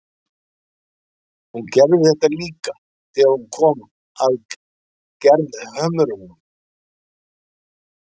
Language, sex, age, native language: Icelandic, male, 60-69, Icelandic